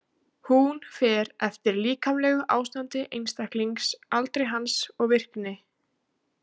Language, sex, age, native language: Icelandic, female, 18-19, Icelandic